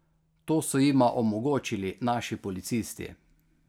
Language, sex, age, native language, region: Slovenian, male, 50-59, Slovenian, Carinthia region